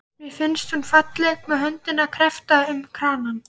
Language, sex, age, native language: Icelandic, male, 11, Icelandic